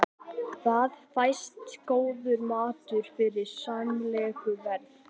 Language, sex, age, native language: Icelandic, male, 11, Icelandic